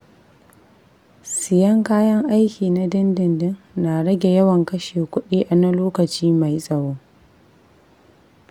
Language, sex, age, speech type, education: Hausa, female, 15-29, read, tertiary